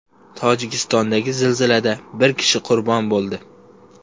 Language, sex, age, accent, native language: Uzbek, male, 18-24, Xorazm, Uzbek